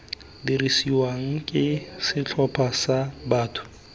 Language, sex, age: Tswana, male, 20